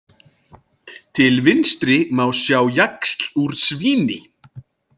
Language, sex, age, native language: Icelandic, male, 20-29, Icelandic